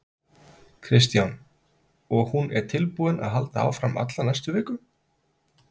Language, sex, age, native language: Icelandic, male, 30-39, Icelandic